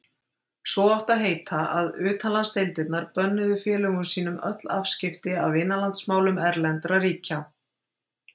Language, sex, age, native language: Icelandic, female, 50-59, Icelandic